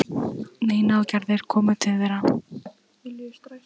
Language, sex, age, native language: Icelandic, female, 14, Icelandic